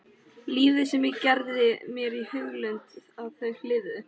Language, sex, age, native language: Icelandic, female, 13, Icelandic